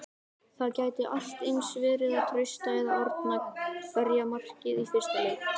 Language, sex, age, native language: Icelandic, male, 18-19, Icelandic